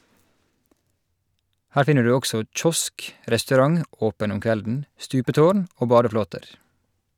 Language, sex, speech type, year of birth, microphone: Norwegian, male, read, 1986, Shure